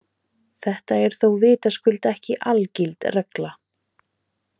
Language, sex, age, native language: Icelandic, female, 30-39, Icelandic